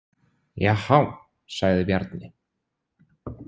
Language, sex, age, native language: Icelandic, male, 20-29, Icelandic